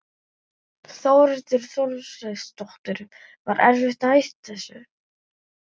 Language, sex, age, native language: Icelandic, female, 11, English